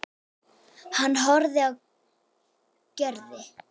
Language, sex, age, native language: Icelandic, female, 8, Icelandic